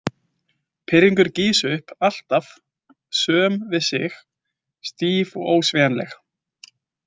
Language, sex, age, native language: Icelandic, male, 20-29, Icelandic